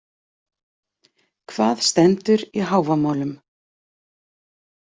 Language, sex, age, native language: Icelandic, female, 40-49, Icelandic